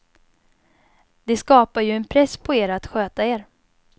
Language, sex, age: Swedish, female, 22